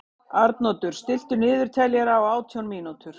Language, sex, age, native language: Icelandic, female, 50-59, Icelandic